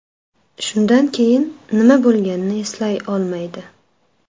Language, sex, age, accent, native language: Uzbek, female, 25-34, Sirdaryo, Uzbek